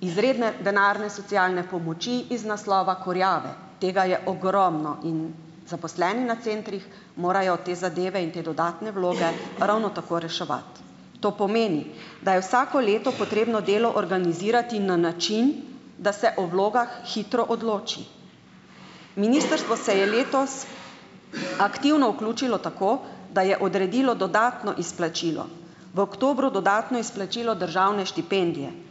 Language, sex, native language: Slovenian, female, Slovenian